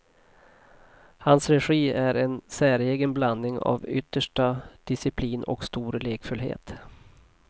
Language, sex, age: Swedish, male, 40